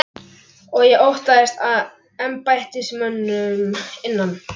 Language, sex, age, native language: Icelandic, male, 11, Icelandic